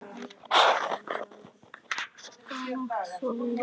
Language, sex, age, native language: Icelandic, male, 10, Icelandic